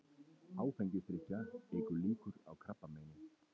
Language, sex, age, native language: Icelandic, male, 30-39, Icelandic